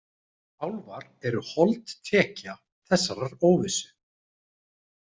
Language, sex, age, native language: Icelandic, male, 30-39, Icelandic